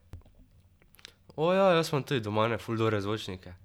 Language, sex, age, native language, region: Slovenian, male, 12-17, Slovenian, Drava region